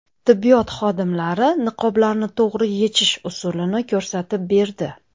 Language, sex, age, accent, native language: Uzbek, female, 30-39, Andijon, Uzbek